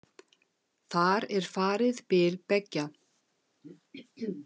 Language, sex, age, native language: Icelandic, female, 50-59, Icelandic